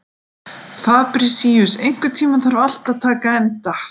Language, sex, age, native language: Icelandic, female, 50-59, Icelandic